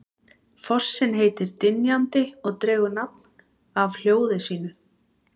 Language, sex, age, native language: Icelandic, female, 20-29, Icelandic